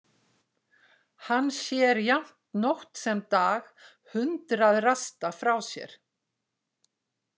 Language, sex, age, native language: Icelandic, female, 60-69, Icelandic